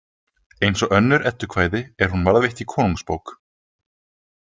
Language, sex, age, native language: Icelandic, male, 20-29, Icelandic